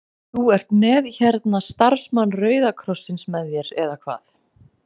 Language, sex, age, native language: Icelandic, female, 40-49, Icelandic